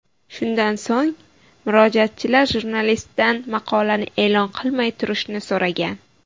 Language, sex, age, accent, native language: Uzbek, female, 19-29, Buxoro, Uzbek